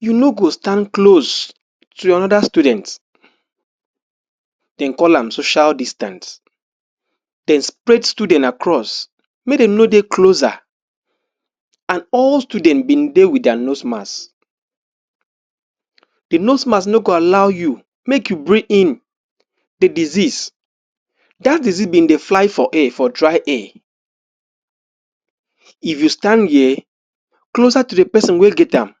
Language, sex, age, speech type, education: Nigerian Pidgin, male, 60+, spontaneous, tertiary